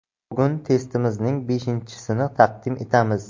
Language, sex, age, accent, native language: Uzbek, male, 18-24, Buxoro, Uzbek